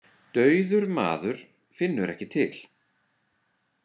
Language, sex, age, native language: Icelandic, male, 40-49, Icelandic